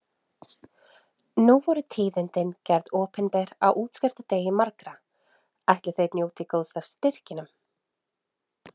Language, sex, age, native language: Icelandic, female, 30-39, Icelandic